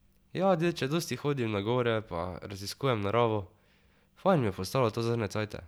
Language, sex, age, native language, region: Slovenian, male, 12-17, Slovenian, Drava region